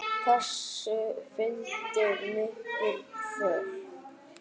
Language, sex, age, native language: Icelandic, male, 8, Icelandic